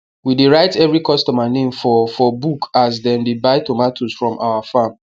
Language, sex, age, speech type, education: Nigerian Pidgin, male, 15-29, spontaneous, tertiary